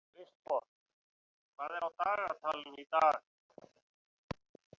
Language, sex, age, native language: Icelandic, male, 50-59, Icelandic